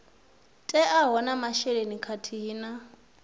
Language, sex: Venda, female